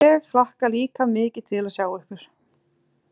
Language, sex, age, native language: Icelandic, female, 20-29, Icelandic